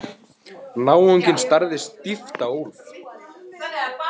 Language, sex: Icelandic, male